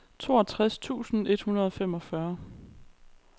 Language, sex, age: Danish, female, 23